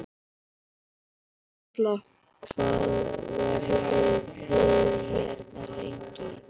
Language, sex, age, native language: Icelandic, male, 13, Icelandic